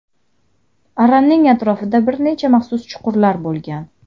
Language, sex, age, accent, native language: Uzbek, female, 19-29, Jizzax, Uzbek